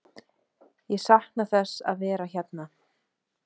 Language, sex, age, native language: Icelandic, female, 30-39, Icelandic